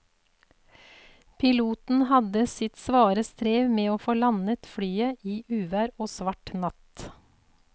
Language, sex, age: Norwegian, female, 48